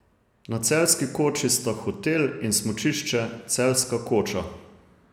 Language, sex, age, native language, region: Slovenian, male, 30-49, Slovenian, Savinja region